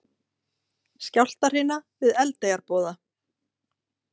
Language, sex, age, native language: Icelandic, female, 30-39, Icelandic